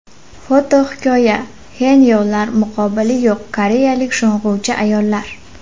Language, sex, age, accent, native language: Uzbek, female, 18-24, Farg'ona, Uzbek